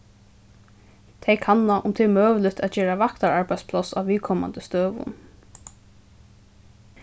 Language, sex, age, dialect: Faroese, female, 15-35, Suðurstreymoy